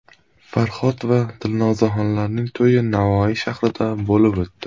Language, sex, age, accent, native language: Uzbek, male, under 19, Farg'ona, Uzbek